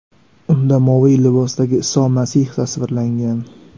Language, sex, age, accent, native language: Uzbek, male, 18-24, Sirdaryo, Uzbek